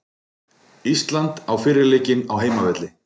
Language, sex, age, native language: Icelandic, male, 40-49, Icelandic